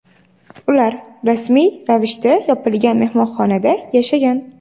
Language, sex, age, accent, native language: Uzbek, female, 18-24, Namangan, Uzbek